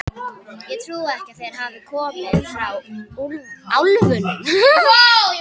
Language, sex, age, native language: Icelandic, female, 11, Icelandic